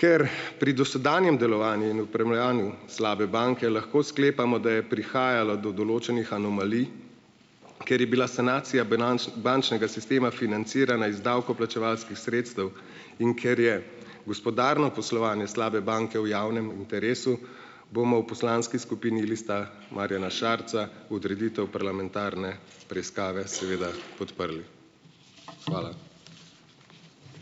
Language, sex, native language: Slovenian, male, Slovenian